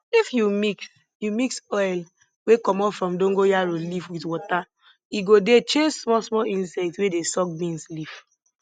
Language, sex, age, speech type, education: Nigerian Pidgin, female, 15-29, spontaneous, tertiary